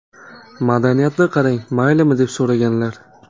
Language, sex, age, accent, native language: Uzbek, male, 18-24, Toshkent shahri, Uzbek